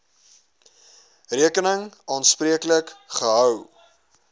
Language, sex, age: Afrikaans, male, 21